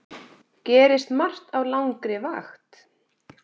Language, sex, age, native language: Icelandic, female, 7, Icelandic